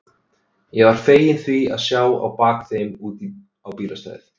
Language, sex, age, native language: Icelandic, male, 30-39, Icelandic